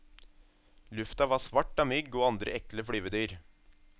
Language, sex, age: Norwegian, male, 27